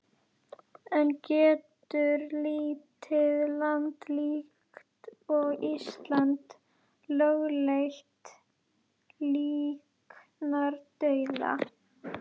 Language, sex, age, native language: Icelandic, female, 11, Icelandic